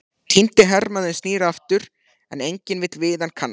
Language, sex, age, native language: Icelandic, male, 14, Icelandic